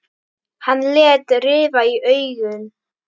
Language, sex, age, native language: Icelandic, female, 10, Icelandic